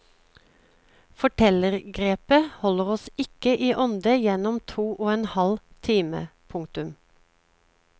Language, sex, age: Norwegian, female, 36